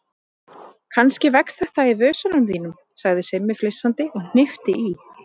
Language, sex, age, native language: Icelandic, female, 30-39, Icelandic